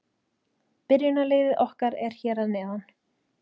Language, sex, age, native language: Icelandic, female, 30-39, Icelandic